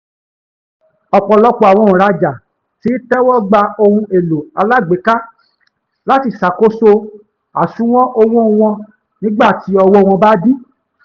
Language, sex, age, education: Yoruba, male, 15-29, tertiary